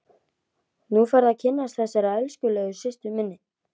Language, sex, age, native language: Icelandic, male, 11, Icelandic